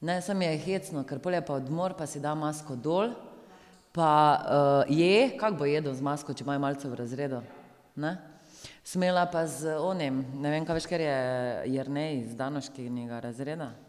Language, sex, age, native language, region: Slovenian, female, 30-49, Slovenian, Drava region